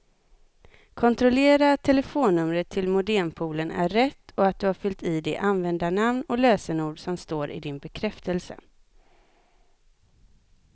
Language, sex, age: Swedish, female, 25